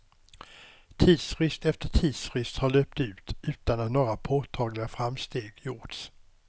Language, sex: Swedish, male